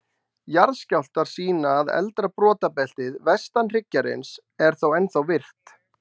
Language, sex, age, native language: Icelandic, male, 40-49, Icelandic